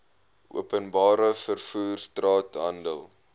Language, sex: Afrikaans, male